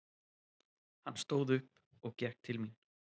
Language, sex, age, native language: Icelandic, male, 30-39, Icelandic